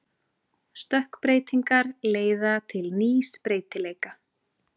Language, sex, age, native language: Icelandic, female, 30-39, Icelandic